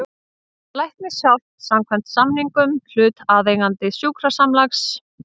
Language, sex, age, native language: Icelandic, female, 30-39, Icelandic